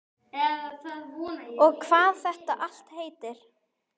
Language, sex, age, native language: Icelandic, male, 10, Icelandic